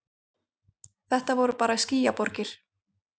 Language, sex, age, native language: Icelandic, female, 30-39, Icelandic